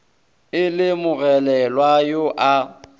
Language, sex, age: Northern Sotho, male, 22